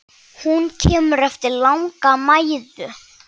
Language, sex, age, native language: Icelandic, male, 7, Icelandic